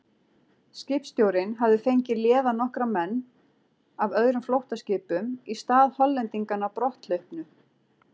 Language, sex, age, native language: Icelandic, female, 40-49, Icelandic